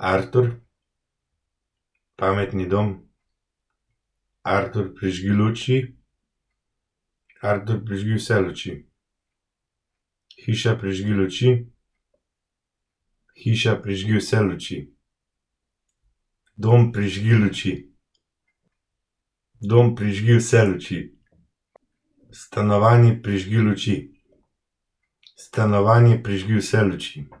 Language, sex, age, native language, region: Slovenian, male, 30-49, Slovenian, Central Slovenia